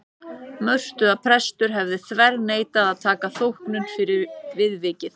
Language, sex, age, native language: Icelandic, male, 14, Icelandic